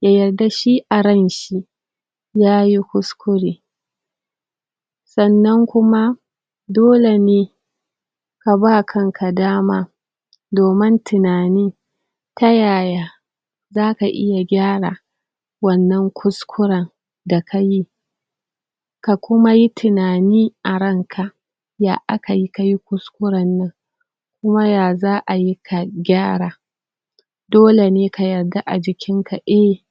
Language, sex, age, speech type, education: Hausa, female, 30-45, spontaneous, tertiary